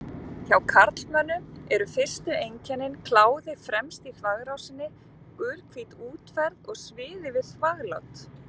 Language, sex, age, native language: Icelandic, female, 50-59, Icelandic